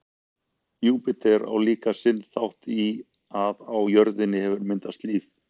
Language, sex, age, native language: Icelandic, male, 40-49, Icelandic